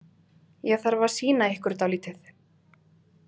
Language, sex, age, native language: Icelandic, female, 20-29, Icelandic